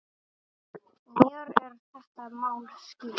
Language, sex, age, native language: Icelandic, male, 8, Icelandic